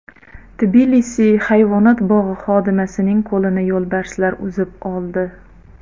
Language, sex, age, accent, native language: Uzbek, female, 30-39, Xorazm, Uzbek